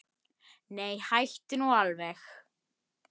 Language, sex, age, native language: Icelandic, female, 10, Icelandic